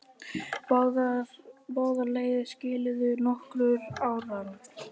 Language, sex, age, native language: Icelandic, female, 50-59, Icelandic